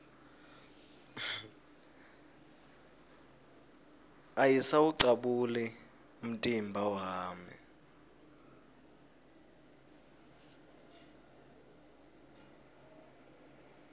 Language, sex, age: Swati, male, 20